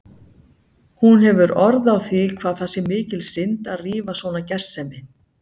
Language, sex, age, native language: Icelandic, female, 60-69, Icelandic